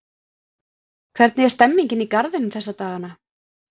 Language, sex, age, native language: Icelandic, female, 40-49, Icelandic